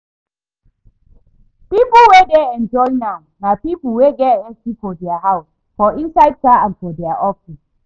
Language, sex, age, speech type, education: Nigerian Pidgin, female, 30-45, read, tertiary